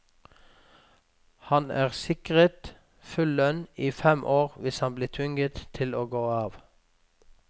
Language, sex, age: Norwegian, male, 46